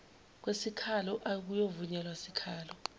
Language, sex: Zulu, female